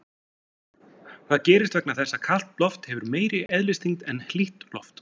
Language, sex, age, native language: Icelandic, male, 40-49, Icelandic